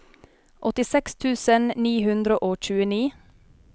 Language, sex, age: Norwegian, female, 30